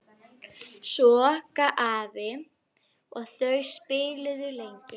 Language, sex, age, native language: Icelandic, female, 11, Icelandic